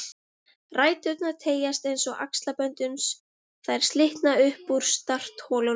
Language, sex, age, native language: Icelandic, female, 20-29, Icelandic